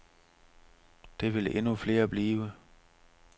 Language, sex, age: Danish, male, 45